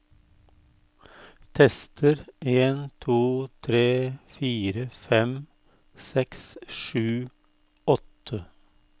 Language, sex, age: Norwegian, male, 52